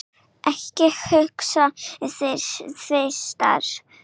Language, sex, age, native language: Icelandic, female, 9, Serbo-Croatian